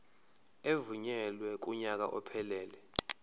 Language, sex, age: Zulu, male, 23